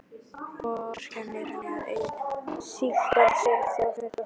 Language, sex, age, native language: Icelandic, female, 12, Icelandic